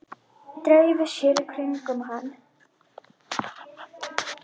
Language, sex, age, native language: Icelandic, female, 10, Icelandic